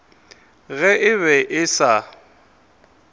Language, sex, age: Northern Sotho, male, 23